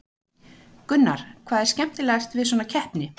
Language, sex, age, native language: Icelandic, female, 14, Icelandic